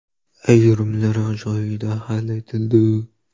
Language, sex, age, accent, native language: Uzbek, male, 12-17, Qoraqalpog'iston, Uzbek